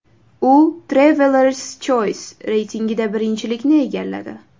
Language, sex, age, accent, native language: Uzbek, female, 18-24, Toshkent shahri, Uzbek